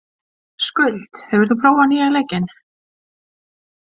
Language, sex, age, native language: Icelandic, female, 40-49, Icelandic